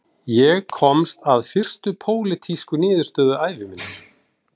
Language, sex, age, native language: Icelandic, male, 40-49, Icelandic